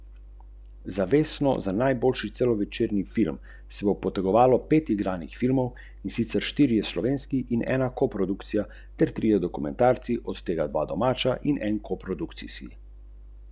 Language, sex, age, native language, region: Slovenian, male, 30-49, Slovenian, Central Slovenia